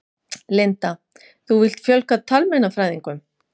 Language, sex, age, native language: Icelandic, female, 50-59, Icelandic